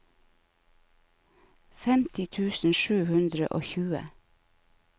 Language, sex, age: Norwegian, female, 49